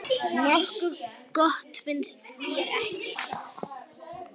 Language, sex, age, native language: Icelandic, female, 8, Icelandic